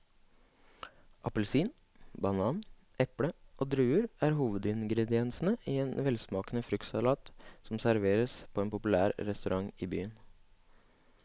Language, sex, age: Norwegian, male, 25